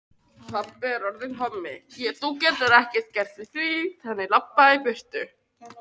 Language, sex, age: Icelandic, other, 18-19